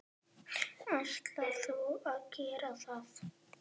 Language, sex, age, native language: Icelandic, female, 9, Icelandic